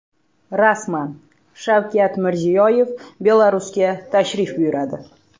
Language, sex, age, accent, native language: Uzbek, female, 18-24, Toshkent shahri, Uzbek